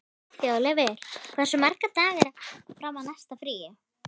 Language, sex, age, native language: Icelandic, female, 11, Icelandic